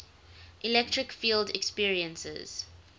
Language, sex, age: English, female, 19